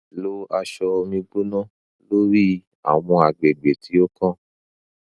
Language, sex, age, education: Yoruba, male, 15-29, tertiary